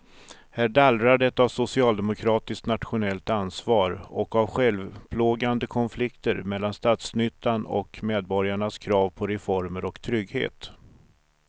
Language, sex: Swedish, male